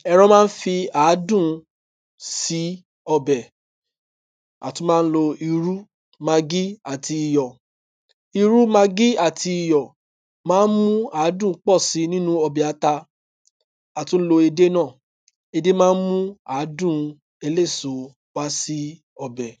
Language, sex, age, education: Yoruba, male, 30-45, tertiary